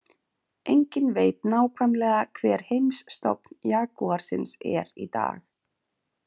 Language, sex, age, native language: Icelandic, female, 20-29, Icelandic